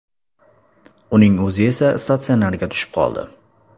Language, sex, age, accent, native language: Uzbek, male, 18-24, Surxondaryo, Uzbek